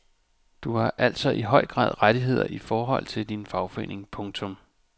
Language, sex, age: Danish, male, 34